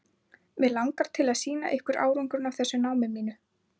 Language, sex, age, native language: Icelandic, female, 20-29, Icelandic